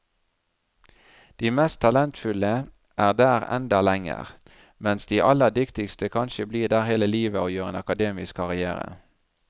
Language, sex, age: Norwegian, male, 37